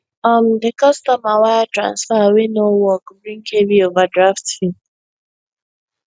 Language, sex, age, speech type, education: Nigerian Pidgin, female, 15-29, spontaneous, secondary